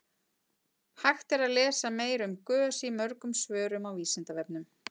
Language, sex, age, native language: Icelandic, female, 40-49, Icelandic